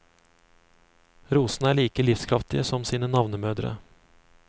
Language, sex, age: Norwegian, male, 35